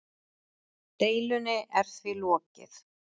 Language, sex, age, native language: Icelandic, female, 30-39, Icelandic